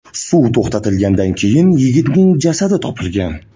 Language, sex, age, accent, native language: Uzbek, male, 18-24, Andijon, Uzbek